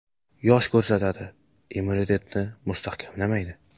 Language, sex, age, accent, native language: Uzbek, male, 18-24, Samarqand, Uzbek